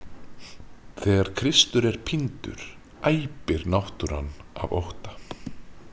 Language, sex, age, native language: Icelandic, male, 30-39, Icelandic